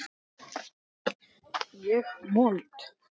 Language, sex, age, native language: Icelandic, female, 10, Icelandic